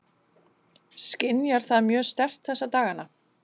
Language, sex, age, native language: Icelandic, female, 40-49, Danish